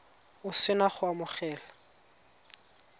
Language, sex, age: Tswana, male, 20